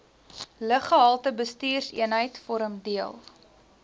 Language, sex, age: Afrikaans, female, 19